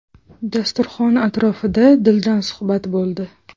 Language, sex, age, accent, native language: Uzbek, female, 25-34, Toshkent shahri, Uzbek